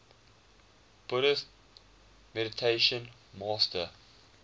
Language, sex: English, male